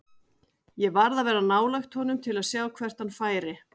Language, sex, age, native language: Icelandic, female, 40-49, Icelandic